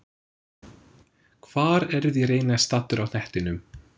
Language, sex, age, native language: Icelandic, male, 20-29, English